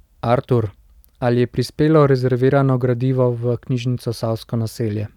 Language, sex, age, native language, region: Slovenian, male, 18-29, Slovenian, Central Slovenia